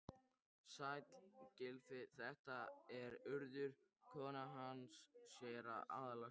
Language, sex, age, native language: Icelandic, male, 13, Icelandic